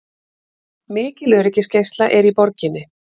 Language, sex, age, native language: Icelandic, female, 50-59, Icelandic